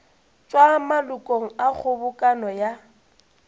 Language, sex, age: Northern Sotho, female, 22